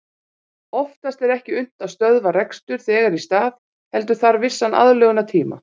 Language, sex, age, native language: Icelandic, female, 40-49, Icelandic